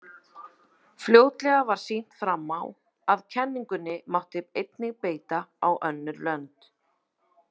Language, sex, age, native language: Icelandic, female, 40-49, Icelandic